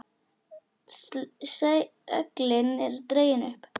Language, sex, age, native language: Icelandic, female, 10, Icelandic